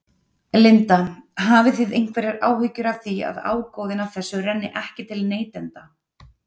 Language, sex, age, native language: Icelandic, female, 30-39, Icelandic